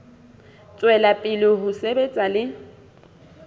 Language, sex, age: Southern Sotho, female, 27